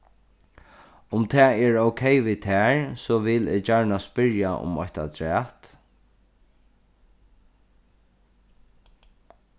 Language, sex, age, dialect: Faroese, male, 36-60, Norðurstreymoy/Eysturoy